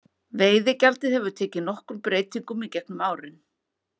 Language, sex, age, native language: Icelandic, female, 40-49, Icelandic